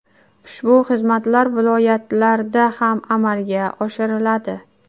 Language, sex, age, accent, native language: Uzbek, female, 18-24, Qashqadaryo, Uzbek